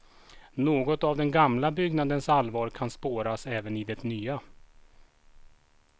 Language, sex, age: Swedish, male, 36